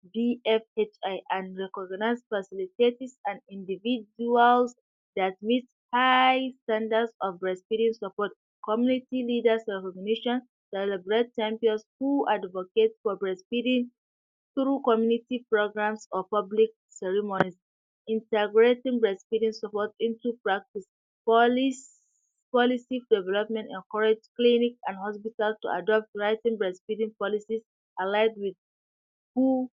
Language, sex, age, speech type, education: Hausa, female, 46-60, spontaneous, tertiary